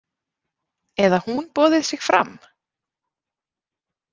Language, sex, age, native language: Icelandic, female, 30-39, Icelandic